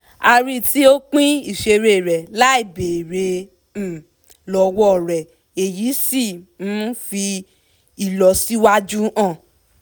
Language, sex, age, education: Yoruba, female, 15-29, tertiary